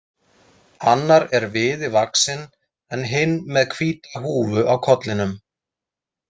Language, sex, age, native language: Icelandic, male, 30-39, Icelandic